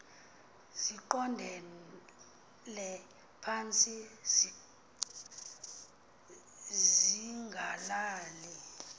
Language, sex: Xhosa, female